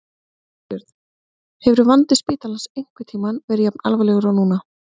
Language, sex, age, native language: Icelandic, female, 30-39, Icelandic